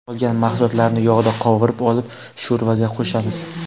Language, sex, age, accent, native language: Uzbek, male, 18-24, Toshkent viloyati, Uzbek